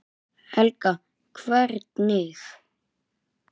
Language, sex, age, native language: Icelandic, male, 9, Icelandic